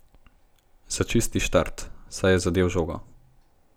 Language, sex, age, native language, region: Slovenian, male, 18-29, Slovenian, Gorenjska region